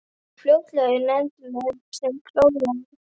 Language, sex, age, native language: Icelandic, female, 12, Icelandic